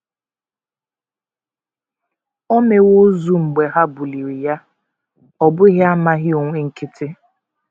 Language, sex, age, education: Igbo, female, 15-29, tertiary